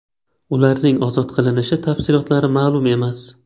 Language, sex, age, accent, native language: Uzbek, male, 25-34, Qashqadaryo, Uzbek